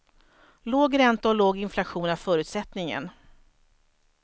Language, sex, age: Swedish, female, 43